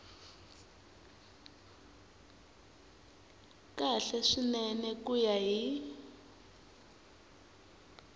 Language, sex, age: Tsonga, female, 24